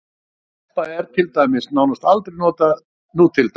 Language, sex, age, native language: Icelandic, male, 60-69, Icelandic